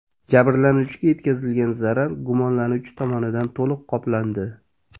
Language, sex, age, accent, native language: Uzbek, male, 25-34, Toshkent shahri, Uzbek